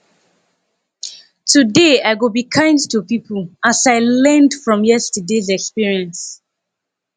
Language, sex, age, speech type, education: Nigerian Pidgin, female, 15-29, spontaneous, tertiary